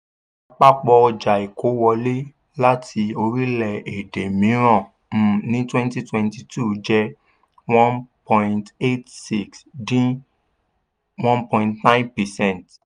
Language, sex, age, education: Yoruba, male, 15-29, tertiary